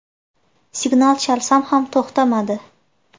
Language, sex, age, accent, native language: Uzbek, female, 18-24, Andijon, Uzbek